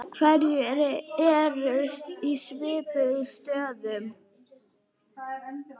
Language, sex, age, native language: Icelandic, female, 9, Icelandic